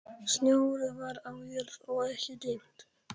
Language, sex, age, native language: Icelandic, male, 11, Polish